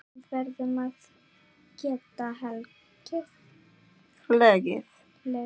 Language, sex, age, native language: Icelandic, female, 9, Icelandic